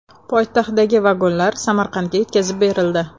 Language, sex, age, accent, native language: Uzbek, female, 25-34, Toshkent shahri, Uzbek